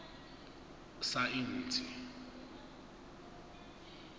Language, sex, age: Venda, male, 22